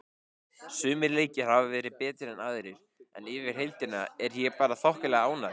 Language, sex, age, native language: Icelandic, male, 16, Icelandic